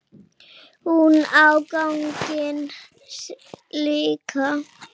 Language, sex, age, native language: Icelandic, female, 10, Icelandic